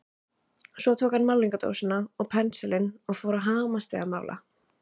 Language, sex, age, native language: Icelandic, other, 20-29, Icelandic